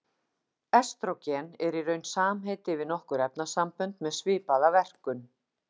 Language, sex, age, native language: Icelandic, female, 50-59, Icelandic